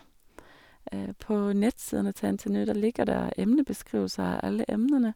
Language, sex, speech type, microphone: Norwegian, female, spontaneous, Sennheiser